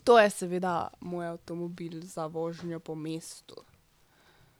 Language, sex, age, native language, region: Slovenian, female, 12-17, Slovenian, Drava region